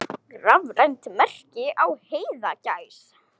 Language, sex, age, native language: Icelandic, female, 18-19, Icelandic